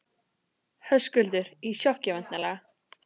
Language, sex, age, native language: Icelandic, female, 15, Icelandic